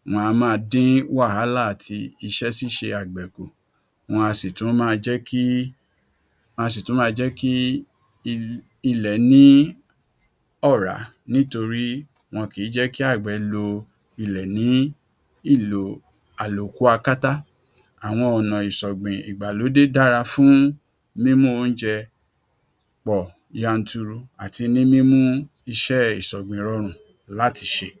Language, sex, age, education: Yoruba, male, 46-60, tertiary